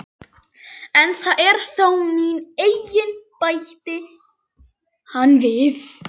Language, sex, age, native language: Icelandic, female, 11, Icelandic